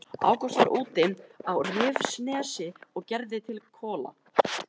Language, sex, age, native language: Icelandic, male, 13, Icelandic